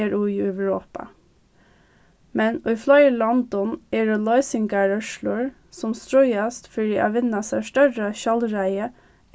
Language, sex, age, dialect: Faroese, female, 15-35, Norðurstreymoy/Eysturoy